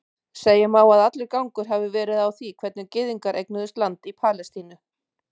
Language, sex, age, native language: Icelandic, female, 50-59, Icelandic